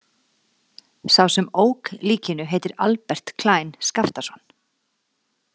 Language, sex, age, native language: Icelandic, female, 40-49, Icelandic